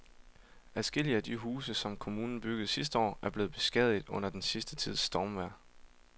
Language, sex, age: Danish, male, 22